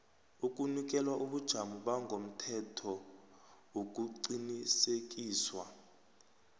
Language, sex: South Ndebele, male